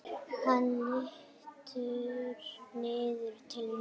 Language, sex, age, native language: Icelandic, female, 8, Icelandic